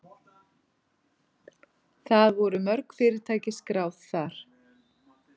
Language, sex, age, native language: Icelandic, female, 40-49, Icelandic